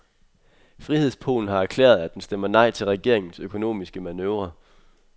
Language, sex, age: Danish, male, 23